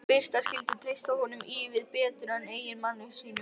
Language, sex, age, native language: Icelandic, male, 11, Icelandic